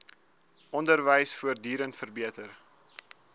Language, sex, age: Afrikaans, male, 19